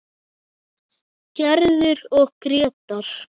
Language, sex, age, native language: Icelandic, male, 9, Icelandic